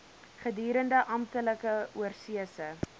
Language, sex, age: Afrikaans, female, 19